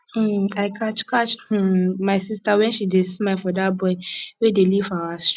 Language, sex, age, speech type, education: Nigerian Pidgin, female, 15-29, spontaneous, tertiary